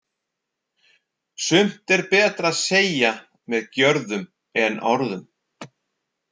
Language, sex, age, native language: Icelandic, male, 40-49, Icelandic